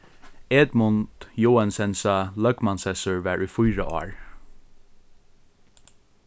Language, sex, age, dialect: Faroese, male, 15-35, Norðurstreymoy/Eysturoy